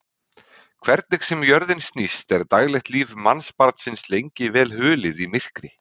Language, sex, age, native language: Icelandic, male, 30-39, Icelandic